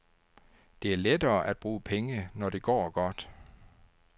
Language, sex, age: Danish, male, 49